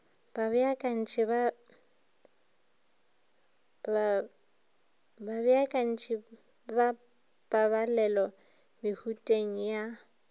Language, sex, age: Northern Sotho, female, 23